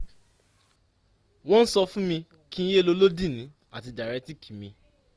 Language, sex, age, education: Yoruba, male, 15-29, tertiary